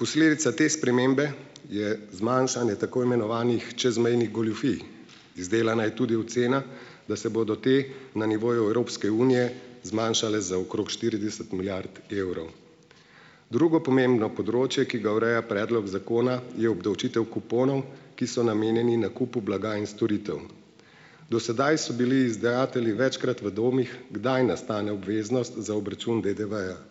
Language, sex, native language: Slovenian, male, Slovenian